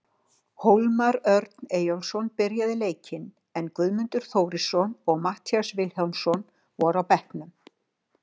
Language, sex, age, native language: Icelandic, female, 60-69, Icelandic